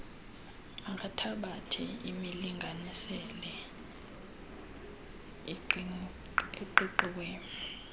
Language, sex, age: Xhosa, female, 22